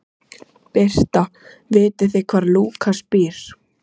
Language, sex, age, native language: Icelandic, female, 14, Icelandic